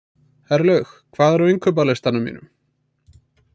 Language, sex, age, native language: Icelandic, male, 20-29, Icelandic